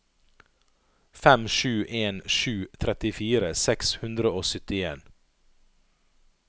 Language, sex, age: Norwegian, male, 39